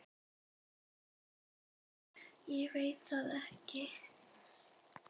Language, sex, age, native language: Icelandic, female, 10, Icelandic